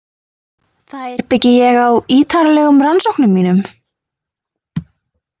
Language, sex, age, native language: Icelandic, female, 20-29, Icelandic